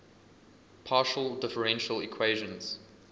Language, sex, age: English, male, 20